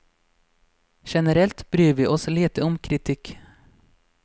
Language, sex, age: Norwegian, male, 26